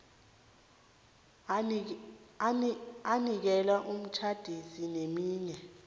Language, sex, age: South Ndebele, female, 21